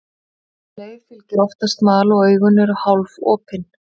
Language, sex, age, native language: Icelandic, female, 40-49, Icelandic